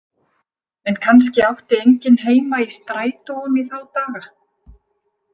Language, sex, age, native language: Icelandic, female, 50-59, Icelandic